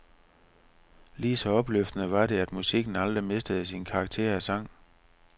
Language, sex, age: Danish, male, 45